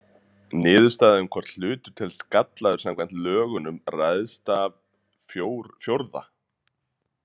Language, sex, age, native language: Icelandic, male, 30-39, Icelandic